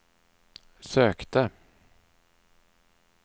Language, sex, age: Swedish, male, 39